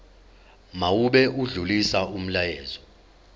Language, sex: Zulu, male